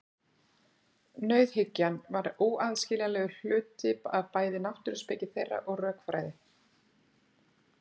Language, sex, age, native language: Icelandic, female, 40-49, Icelandic